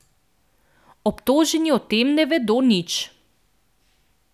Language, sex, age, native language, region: Slovenian, female, 18-29, Slovenian, Central Slovenia